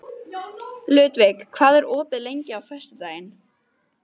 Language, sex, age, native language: Icelandic, female, 12, Icelandic